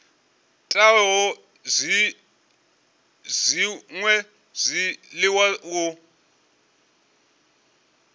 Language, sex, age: Venda, male, 34